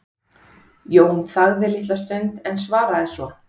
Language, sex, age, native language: Icelandic, female, 30-39, Icelandic